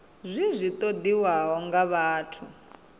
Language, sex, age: Venda, female, 26